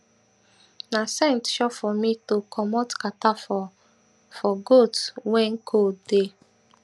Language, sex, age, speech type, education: Nigerian Pidgin, female, 30-45, spontaneous, tertiary